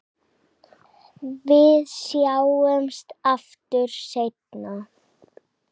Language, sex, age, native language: Icelandic, male, 7, Icelandic